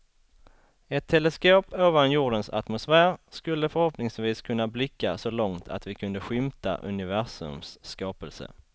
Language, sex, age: Swedish, male, 33